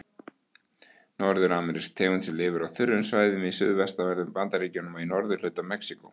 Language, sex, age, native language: Icelandic, male, 18-19, Icelandic